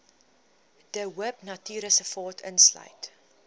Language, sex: Afrikaans, female